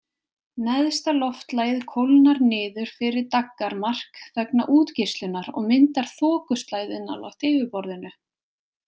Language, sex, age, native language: Icelandic, female, 20-29, Icelandic